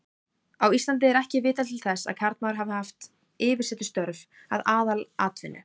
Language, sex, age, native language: Icelandic, female, 18-19, Icelandic